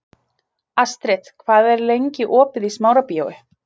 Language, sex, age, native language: Icelandic, female, 30-39, Icelandic